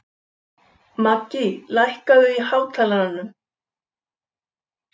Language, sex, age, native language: Icelandic, female, 70-79, Icelandic